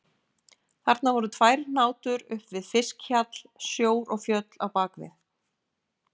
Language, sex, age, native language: Icelandic, female, 50-59, Icelandic